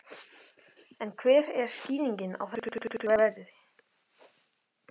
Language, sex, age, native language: Icelandic, male, 12, Icelandic